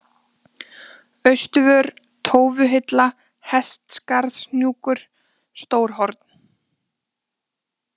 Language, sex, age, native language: Icelandic, female, 20-29, Icelandic